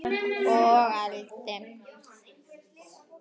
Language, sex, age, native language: Icelandic, female, 9, Icelandic